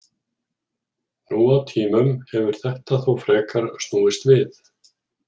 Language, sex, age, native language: Icelandic, male, 40-49, Icelandic